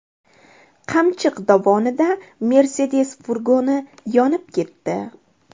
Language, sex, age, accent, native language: Uzbek, female, 25-34, Andijon, Uzbek